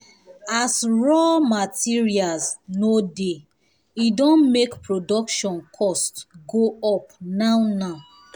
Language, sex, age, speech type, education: Nigerian Pidgin, female, 15-29, spontaneous, tertiary